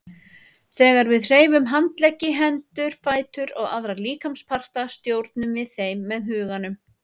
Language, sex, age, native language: Icelandic, female, 30-39, Icelandic